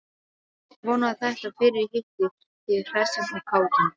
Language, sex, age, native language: Icelandic, female, 12, Serbo-Croatian